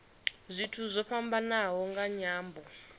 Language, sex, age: Venda, female, 22